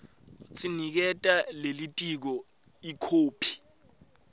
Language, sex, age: Swati, male, 18